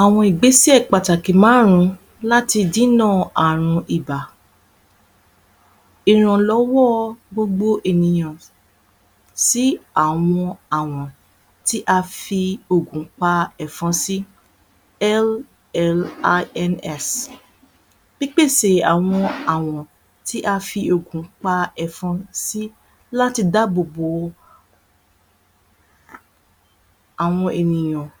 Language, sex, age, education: Yoruba, female, 30-45, tertiary